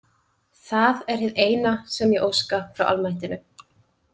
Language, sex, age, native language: Icelandic, female, 20-29, Icelandic